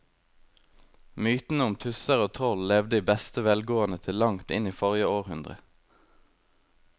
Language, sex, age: Norwegian, male, 23